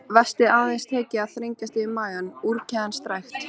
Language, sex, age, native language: Icelandic, female, 13, Icelandic